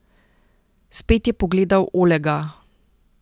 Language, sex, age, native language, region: Slovenian, female, 30-49, Slovenian, Central Slovenia